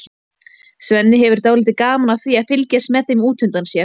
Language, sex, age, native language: Icelandic, female, 18-19, Icelandic